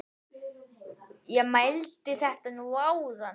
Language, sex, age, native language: Icelandic, male, 10, Icelandic